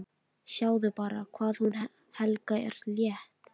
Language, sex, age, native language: Icelandic, female, 13, Icelandic